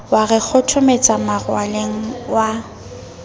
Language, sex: Southern Sotho, female